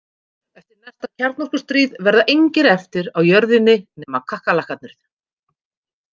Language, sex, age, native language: Icelandic, female, 50-59, Icelandic